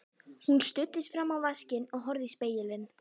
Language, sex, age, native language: Icelandic, female, 12, Icelandic